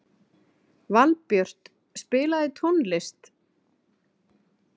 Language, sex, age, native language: Icelandic, female, 40-49, Icelandic